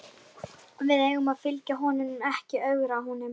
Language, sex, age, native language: Icelandic, female, 11, Icelandic